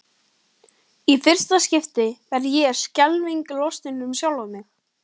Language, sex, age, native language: Icelandic, male, 12, Icelandic